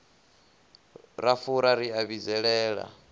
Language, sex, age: Venda, male, 24